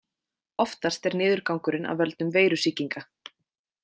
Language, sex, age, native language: Icelandic, female, 20-29, Icelandic